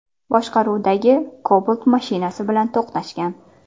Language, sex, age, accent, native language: Uzbek, female, 19-29, Qashqadaryo, Uzbek